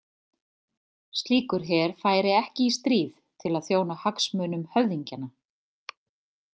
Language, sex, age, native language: Icelandic, female, 30-39, Icelandic